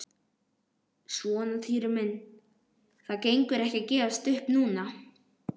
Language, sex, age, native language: Icelandic, male, 12, Icelandic